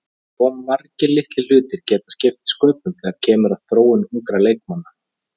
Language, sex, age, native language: Icelandic, male, 30-39, Icelandic